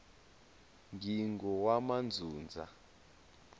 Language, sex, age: South Ndebele, male, 20